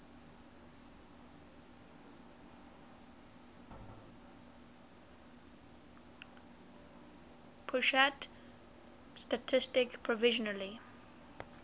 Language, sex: English, female